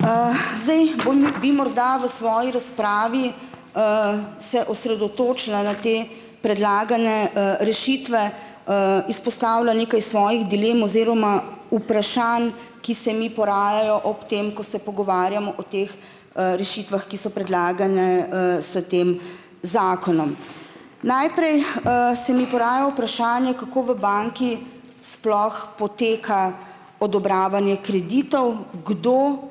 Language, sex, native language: Slovenian, female, Slovenian